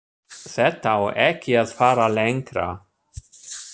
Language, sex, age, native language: Icelandic, male, 60-69, German